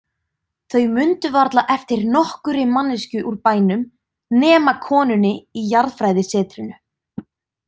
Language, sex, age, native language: Icelandic, female, 20-29, Icelandic